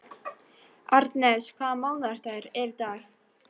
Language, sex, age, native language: Icelandic, female, 18-19, Icelandic